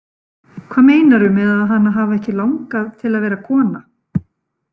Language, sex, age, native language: Icelandic, female, 50-59, Icelandic